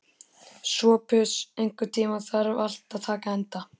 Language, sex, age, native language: Icelandic, male, 13, Icelandic